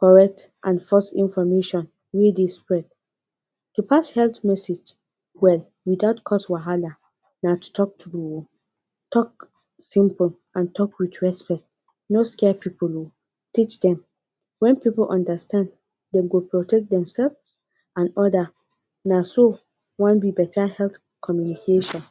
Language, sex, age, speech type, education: Nigerian Pidgin, female, 30-45, spontaneous, tertiary